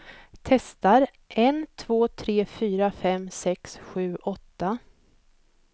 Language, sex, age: Swedish, female, 56